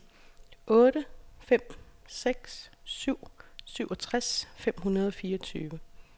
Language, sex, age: Danish, female, 36